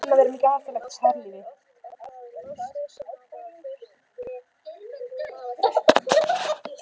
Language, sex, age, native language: Icelandic, female, 12, Icelandic